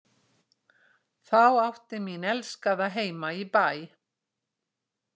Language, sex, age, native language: Icelandic, female, 60-69, Icelandic